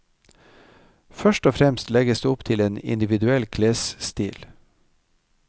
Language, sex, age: Norwegian, male, 55